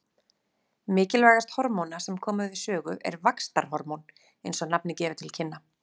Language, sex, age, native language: Icelandic, female, 30-39, Icelandic